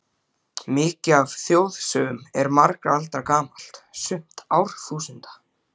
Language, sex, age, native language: Icelandic, male, 12, Icelandic